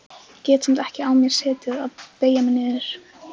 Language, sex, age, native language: Icelandic, female, 15, Icelandic